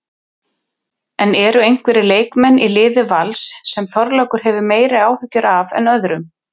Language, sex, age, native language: Icelandic, female, 30-39, Icelandic